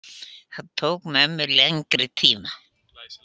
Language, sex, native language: Icelandic, female, Icelandic